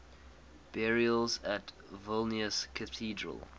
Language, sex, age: English, male, 20